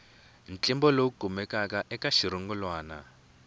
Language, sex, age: Tsonga, male, 20